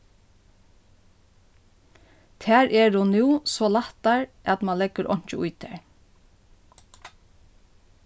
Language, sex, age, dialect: Faroese, female, 36-60, Norðuroyggjar